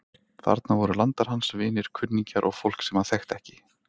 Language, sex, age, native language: Icelandic, male, 30-39, Icelandic